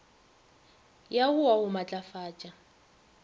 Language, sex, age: Northern Sotho, female, 30